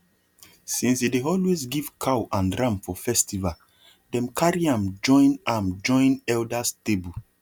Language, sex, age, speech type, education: Nigerian Pidgin, male, 30-45, spontaneous, tertiary